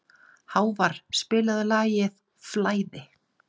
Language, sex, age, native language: Icelandic, female, 40-49, Icelandic